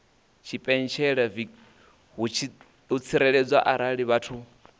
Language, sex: Venda, male